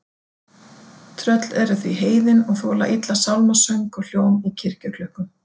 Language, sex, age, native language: Icelandic, female, 40-49, Icelandic